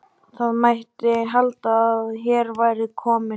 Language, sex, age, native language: Icelandic, male, 12, Icelandic